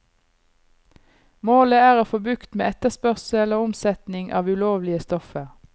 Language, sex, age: Norwegian, female, 39